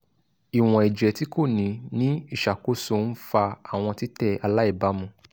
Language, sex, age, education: Yoruba, male, 15-29, tertiary